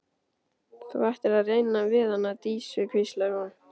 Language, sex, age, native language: Icelandic, male, 12, Icelandic